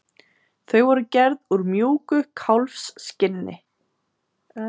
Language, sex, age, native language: Icelandic, female, 20-29, Icelandic